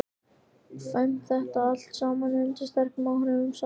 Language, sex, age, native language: Icelandic, male, 13, Icelandic